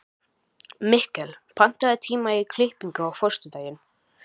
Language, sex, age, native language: Icelandic, male, 18-19, Icelandic